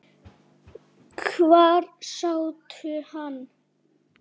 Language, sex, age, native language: Icelandic, male, 8, Icelandic